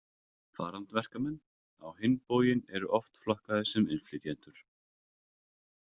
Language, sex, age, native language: Icelandic, male, 30-39, Icelandic